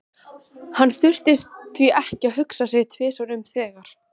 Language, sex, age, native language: Icelandic, female, 13, Icelandic